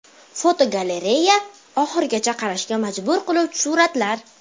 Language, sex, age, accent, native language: Uzbek, female, 12-17, Farg'ona, Uzbek